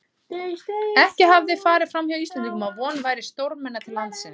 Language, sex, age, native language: Icelandic, female, 30-39, Icelandic